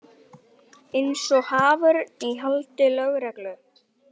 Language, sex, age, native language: Icelandic, male, 18-19, Icelandic